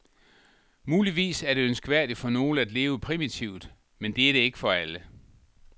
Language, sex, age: Danish, male, 62